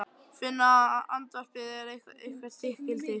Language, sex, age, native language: Icelandic, male, 11, Icelandic